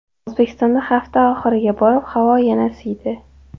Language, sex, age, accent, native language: Uzbek, female, 12-17, Toshkent shahri, Uzbek